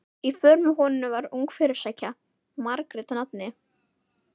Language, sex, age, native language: Icelandic, female, 11, Icelandic